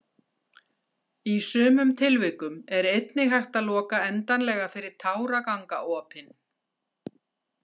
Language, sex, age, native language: Icelandic, female, 60-69, Icelandic